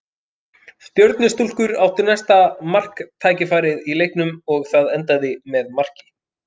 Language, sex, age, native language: Icelandic, male, 30-39, Icelandic